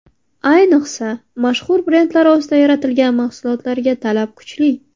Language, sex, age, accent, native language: Uzbek, female, 19-29, Navoiy, Uzbek